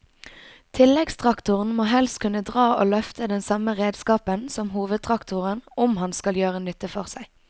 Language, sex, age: Norwegian, female, 22